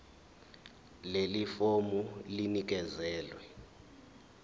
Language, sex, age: Zulu, male, 21